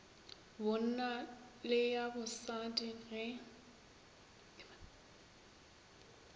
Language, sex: Northern Sotho, female